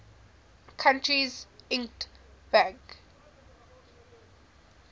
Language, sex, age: English, female, 20